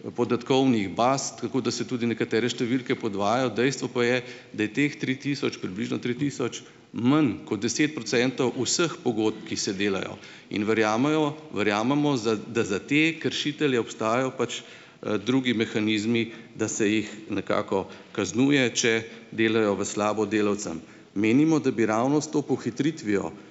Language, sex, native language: Slovenian, male, Slovenian